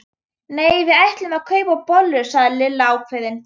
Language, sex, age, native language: Icelandic, female, 13, Icelandic